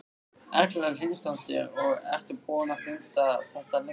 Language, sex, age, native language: Icelandic, male, 13, Icelandic